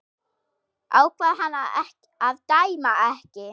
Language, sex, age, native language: Icelandic, female, 6, German